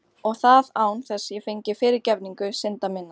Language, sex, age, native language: Icelandic, female, 12, Icelandic